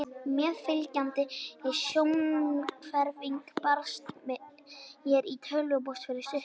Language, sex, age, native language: Icelandic, male, 18-19, Icelandic